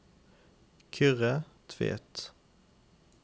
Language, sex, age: Norwegian, male, 28